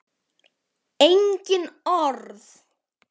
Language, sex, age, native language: Icelandic, male, 10, Icelandic